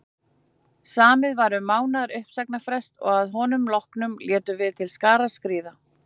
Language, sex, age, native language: Icelandic, female, 40-49, Icelandic